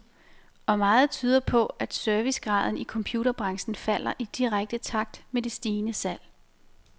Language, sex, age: Danish, female, 28